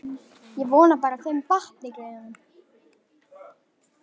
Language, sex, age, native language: Icelandic, female, 11, Icelandic